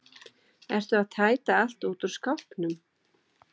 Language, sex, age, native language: Icelandic, female, 12, Icelandic